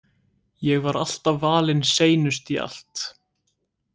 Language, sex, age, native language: Icelandic, male, 18-19, Icelandic